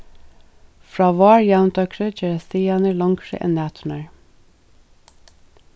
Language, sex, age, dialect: Faroese, female, 36-60, Suðurstreymoy